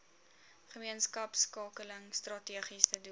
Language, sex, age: Afrikaans, female, 19